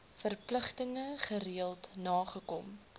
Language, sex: Afrikaans, female